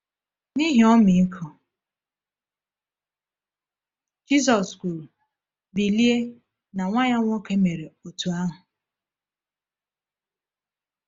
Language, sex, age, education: Igbo, female, 15-29, tertiary